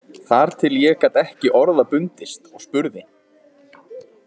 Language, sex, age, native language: Icelandic, male, 20-29, Icelandic